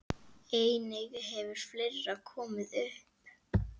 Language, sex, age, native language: Icelandic, female, 8, Icelandic